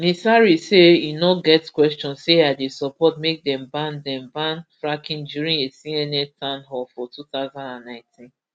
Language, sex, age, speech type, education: Nigerian Pidgin, female, 30-45, spontaneous, tertiary